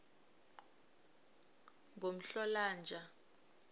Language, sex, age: South Ndebele, female, 20